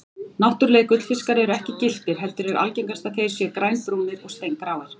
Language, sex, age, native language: Icelandic, female, 40-49, Icelandic